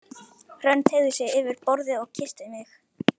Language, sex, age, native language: Icelandic, male, 11, Icelandic